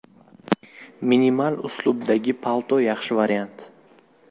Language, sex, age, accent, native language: Uzbek, male, 18-24, Jizzax, Uzbek